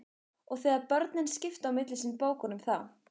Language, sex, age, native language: Icelandic, female, 15, Icelandic